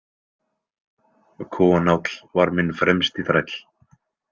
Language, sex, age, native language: Icelandic, male, 20-29, Icelandic